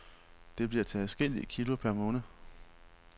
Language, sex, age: Danish, male, 31